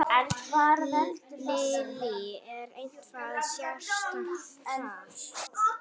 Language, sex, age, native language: Icelandic, female, 9, Icelandic